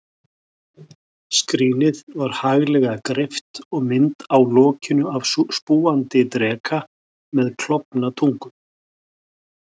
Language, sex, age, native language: Icelandic, male, 60-69, Icelandic